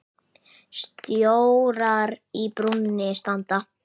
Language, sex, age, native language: Icelandic, male, 8, Icelandic